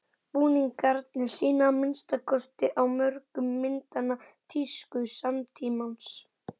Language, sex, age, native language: Icelandic, male, 11, Icelandic